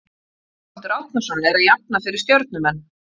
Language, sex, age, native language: Icelandic, female, 40-49, Icelandic